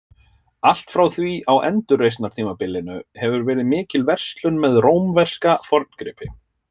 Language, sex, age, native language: Icelandic, male, 30-39, Icelandic